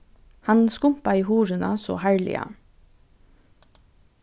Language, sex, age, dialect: Faroese, female, 15-35, Norðurstreymoy/Eysturoy